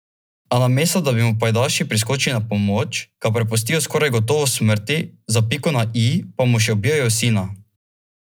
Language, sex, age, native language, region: Slovenian, male, 18-29, Slovenian, Drava region